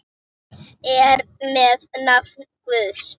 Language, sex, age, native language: Icelandic, female, 8, Icelandic